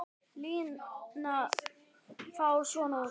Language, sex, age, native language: Icelandic, male, 10, Icelandic